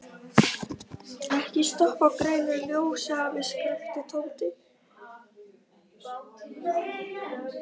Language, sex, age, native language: Icelandic, male, 11, Icelandic